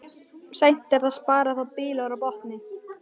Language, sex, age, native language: Icelandic, female, 18-19, Icelandic